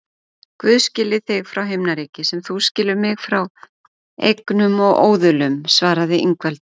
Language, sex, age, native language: Icelandic, female, 40-49, Icelandic